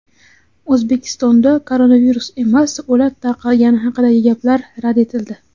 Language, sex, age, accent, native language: Uzbek, female, 18-24, Samarqand, Uzbek